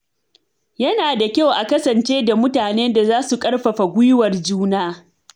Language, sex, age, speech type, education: Hausa, female, 30-45, read, tertiary